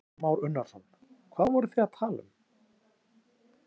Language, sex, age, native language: Icelandic, male, 40-49, Icelandic